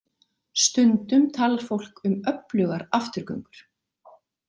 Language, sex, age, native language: Icelandic, female, 40-49, Icelandic